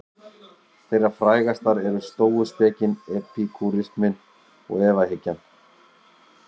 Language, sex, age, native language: Icelandic, male, 40-49, Icelandic